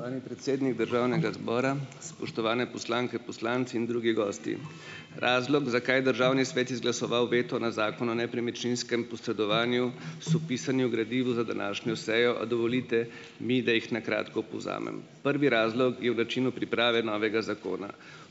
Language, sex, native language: Slovenian, male, Slovenian